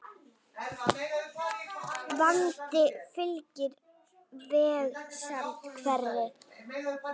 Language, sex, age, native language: Icelandic, female, 9, Icelandic